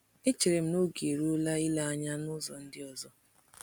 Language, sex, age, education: Igbo, female, 30-45, tertiary